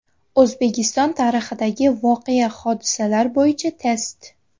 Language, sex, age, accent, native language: Uzbek, female, 18-24, Farg'ona, Uzbek